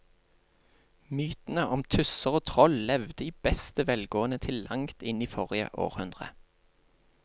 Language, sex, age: Norwegian, male, 28